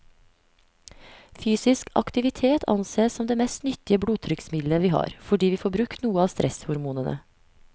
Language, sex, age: Norwegian, female, 35